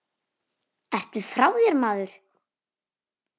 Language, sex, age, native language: Icelandic, female, 9, Icelandic